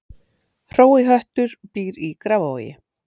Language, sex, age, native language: Icelandic, female, 40-49, Icelandic